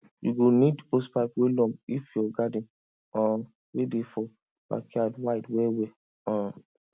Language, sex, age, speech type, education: Nigerian Pidgin, male, 15-29, spontaneous, tertiary